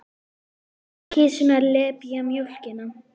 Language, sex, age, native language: Icelandic, female, 11, Icelandic